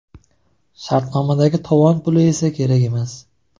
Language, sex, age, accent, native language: Uzbek, male, 25-34, Surxondaryo, Uzbek